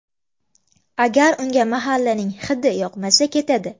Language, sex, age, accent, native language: Uzbek, female, 18-24, Namangan, Uzbek